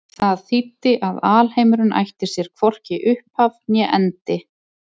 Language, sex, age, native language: Icelandic, female, 30-39, Icelandic